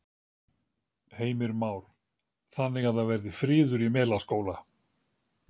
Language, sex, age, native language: Icelandic, male, 70-79, Icelandic